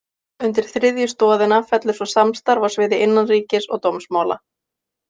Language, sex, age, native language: Icelandic, female, 20-29, Icelandic